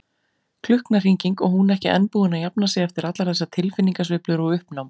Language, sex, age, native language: Icelandic, female, 40-49, Icelandic